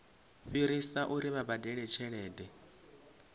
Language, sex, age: Venda, male, 25